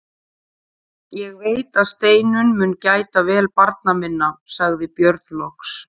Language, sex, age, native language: Icelandic, female, 40-49, Icelandic